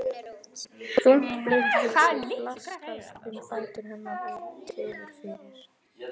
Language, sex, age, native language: Icelandic, female, 14, Icelandic